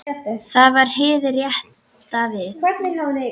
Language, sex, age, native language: Icelandic, female, 10, Icelandic